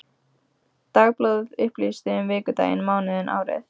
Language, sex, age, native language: Icelandic, female, 15, Icelandic